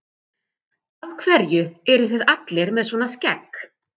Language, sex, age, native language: Icelandic, female, 50-59, Icelandic